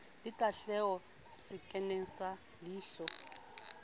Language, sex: Southern Sotho, female